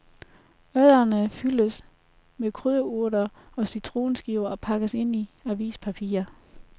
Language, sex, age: Danish, female, 33